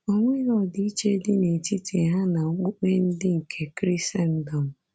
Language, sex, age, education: Igbo, female, 15-29, secondary